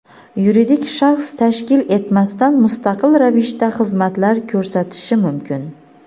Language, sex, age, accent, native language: Uzbek, female, 25-34, Xorazm, Uzbek